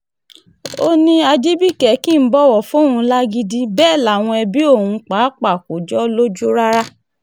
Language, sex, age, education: Yoruba, female, 30-45, tertiary